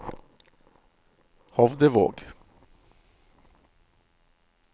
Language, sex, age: Norwegian, male, 51